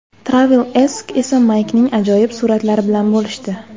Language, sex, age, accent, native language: Uzbek, female, 18-24, Jizzax, Uzbek